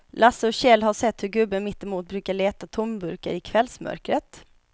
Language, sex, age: Swedish, female, 25